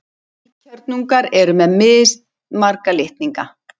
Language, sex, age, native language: Icelandic, female, 60-69, Icelandic